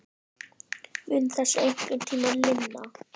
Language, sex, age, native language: Icelandic, male, 10, Icelandic